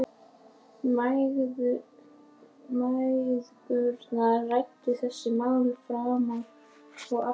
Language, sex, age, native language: Icelandic, female, 11, Icelandic